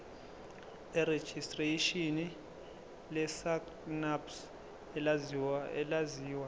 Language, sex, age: Zulu, male, 23